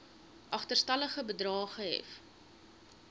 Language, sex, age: Afrikaans, female, 21